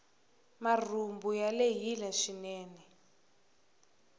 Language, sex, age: Tsonga, female, 21